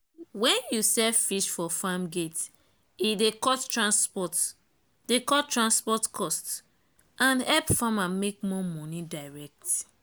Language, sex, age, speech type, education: Nigerian Pidgin, female, 30-45, spontaneous, tertiary